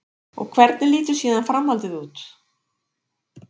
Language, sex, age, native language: Icelandic, female, 50-59, Icelandic